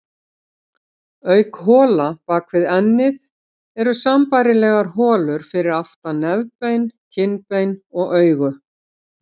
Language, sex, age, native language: Icelandic, female, 60-69, Icelandic